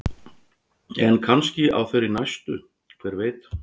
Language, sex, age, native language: Icelandic, male, 60-69, Icelandic